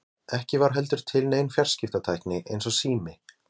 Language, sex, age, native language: Icelandic, male, 20-29, Icelandic